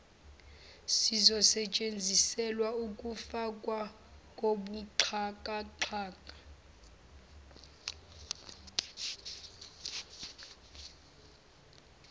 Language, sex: Zulu, female